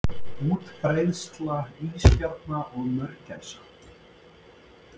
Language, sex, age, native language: Icelandic, male, 30-39, Icelandic